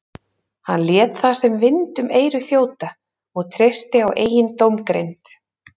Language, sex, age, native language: Icelandic, female, 30-39, Icelandic